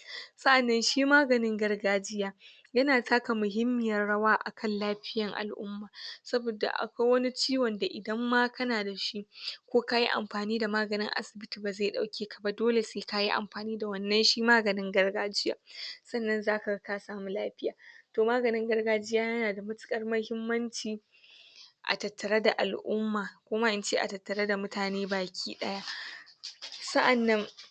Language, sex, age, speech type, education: Hausa, female, 15-29, spontaneous, tertiary